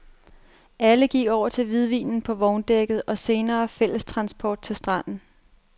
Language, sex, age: Danish, female, 30